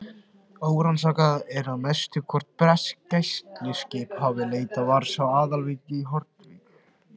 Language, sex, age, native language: Icelandic, male, 16, Icelandic